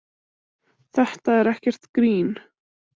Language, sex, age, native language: Icelandic, female, 18-19, Icelandic